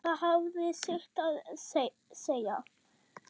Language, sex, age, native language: Icelandic, male, 6, German